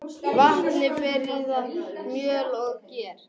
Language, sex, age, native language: Icelandic, other, 18-19, Icelandic